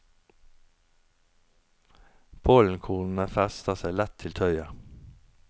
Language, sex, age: Norwegian, male, 49